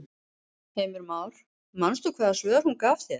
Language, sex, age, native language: Icelandic, female, 50-59, Icelandic